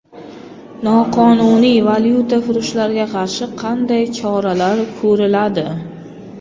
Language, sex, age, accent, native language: Uzbek, female, 25-34, Qashqadaryo, Uzbek